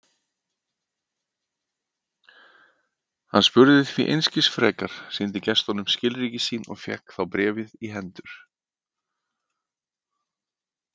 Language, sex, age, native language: Icelandic, male, 50-59, Icelandic